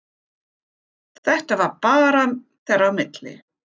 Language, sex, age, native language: Icelandic, female, 50-59, German